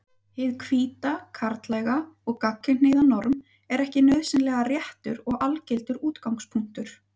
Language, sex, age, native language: Icelandic, female, 30-39, Icelandic